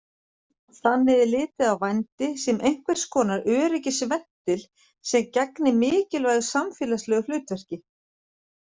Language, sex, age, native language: Icelandic, female, 40-49, Icelandic